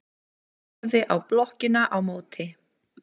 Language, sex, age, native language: Icelandic, female, 20-29, Icelandic